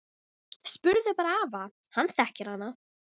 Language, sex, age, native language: Icelandic, female, 13, Icelandic